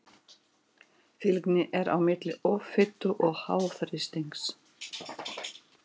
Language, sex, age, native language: Icelandic, female, 40-49, Russian